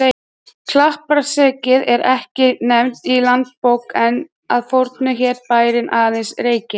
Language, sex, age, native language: Icelandic, female, 30-39, Icelandic